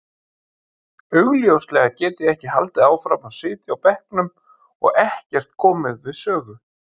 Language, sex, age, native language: Icelandic, male, 50-59, Icelandic